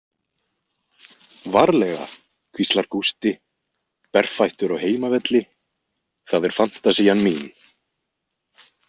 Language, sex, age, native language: Icelandic, male, 20-29, Icelandic